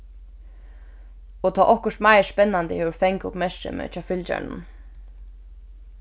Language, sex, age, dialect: Faroese, female, 15-35, Suðurstreymoy